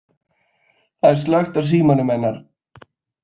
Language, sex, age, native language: Icelandic, male, 20-29, Icelandic